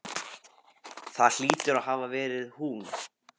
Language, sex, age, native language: Icelandic, male, 15, Icelandic